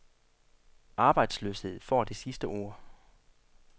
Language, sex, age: Danish, male, 40